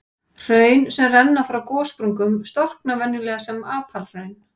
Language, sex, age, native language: Icelandic, female, 40-49, Icelandic